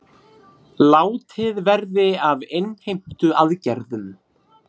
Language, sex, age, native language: Icelandic, female, 30-39, Icelandic